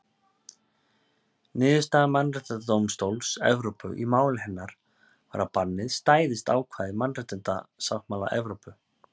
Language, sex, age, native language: Icelandic, male, 30-39, Icelandic